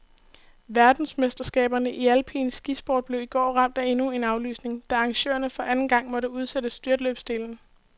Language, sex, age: Danish, female, 18